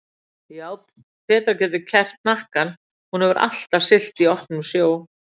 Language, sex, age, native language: Icelandic, female, 60-69, Icelandic